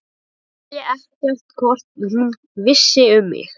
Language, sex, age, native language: Icelandic, male, 11, Icelandic